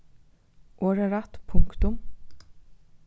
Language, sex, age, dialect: Faroese, female, 15-35, Norðurstreymoy/Eysturoy